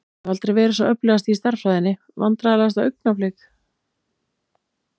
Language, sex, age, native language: Icelandic, female, 30-39, Icelandic